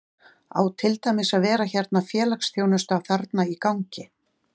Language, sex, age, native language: Icelandic, female, 40-49, Icelandic